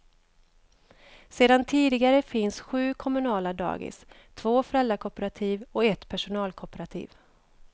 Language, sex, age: Swedish, female, 29